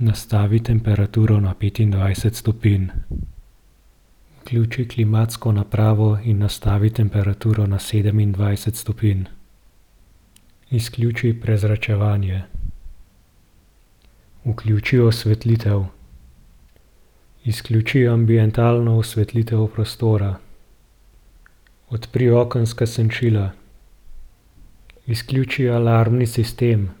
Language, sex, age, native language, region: Slovenian, male, 30-49, Slovenian, Gorenjska region